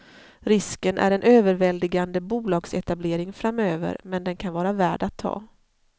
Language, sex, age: Swedish, female, 40